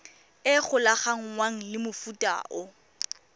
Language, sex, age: Tswana, female, 23